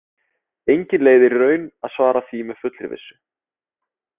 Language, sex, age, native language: Icelandic, male, 30-39, Icelandic